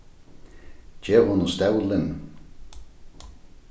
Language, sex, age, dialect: Faroese, male, 36-60, Norðurstreymoy/Eysturoy